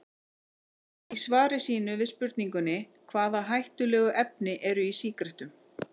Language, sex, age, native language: Icelandic, female, 40-49, Icelandic